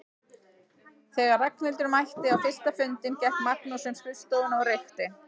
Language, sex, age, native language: Icelandic, female, 40-49, Icelandic